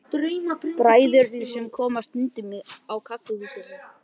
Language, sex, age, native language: Icelandic, male, 12, Icelandic